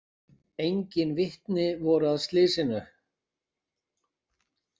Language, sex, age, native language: Icelandic, male, 60-69, Icelandic